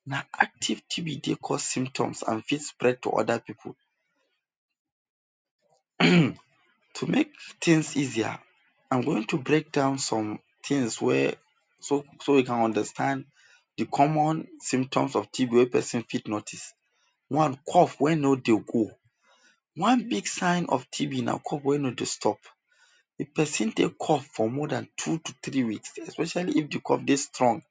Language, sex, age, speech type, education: Nigerian Pidgin, male, 15-29, spontaneous, tertiary